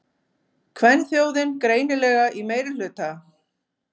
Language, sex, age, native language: Icelandic, female, 50-59, Icelandic